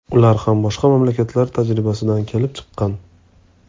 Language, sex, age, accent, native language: Uzbek, male, 25-34, Toshkent viloyati, Uzbek